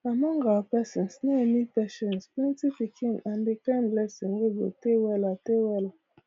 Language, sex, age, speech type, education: Nigerian Pidgin, female, 15-29, spontaneous, tertiary